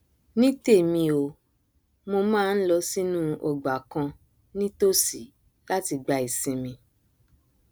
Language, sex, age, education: Yoruba, female, 30-45, tertiary